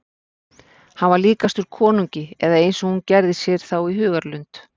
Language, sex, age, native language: Icelandic, female, 40-49, Icelandic